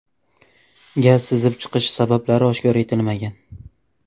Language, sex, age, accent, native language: Uzbek, male, 18-24, Namangan, Uzbek